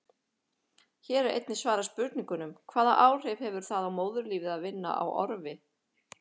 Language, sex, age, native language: Icelandic, female, 50-59, Icelandic